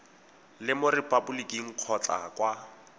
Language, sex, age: Tswana, male, 18